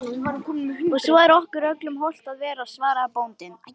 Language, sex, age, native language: Icelandic, female, 18-19, Lithuanian